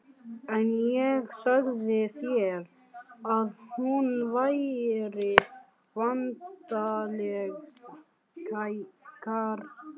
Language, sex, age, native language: Icelandic, male, 14, Icelandic